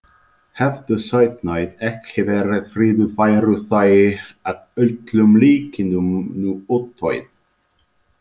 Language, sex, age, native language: Icelandic, male, 30-39, Icelandic